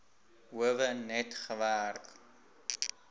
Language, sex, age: Afrikaans, male, 19